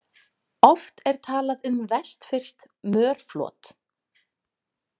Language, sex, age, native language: Icelandic, female, 30-39, Icelandic